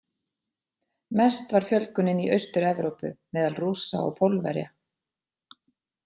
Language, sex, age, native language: Icelandic, female, 40-49, Icelandic